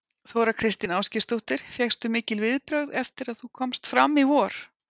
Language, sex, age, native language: Icelandic, female, 50-59, Icelandic